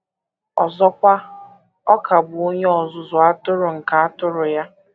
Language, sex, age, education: Igbo, female, 15-29, tertiary